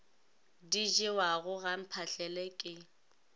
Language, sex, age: Northern Sotho, female, 19